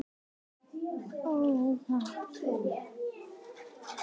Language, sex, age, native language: Icelandic, female, 9, Icelandic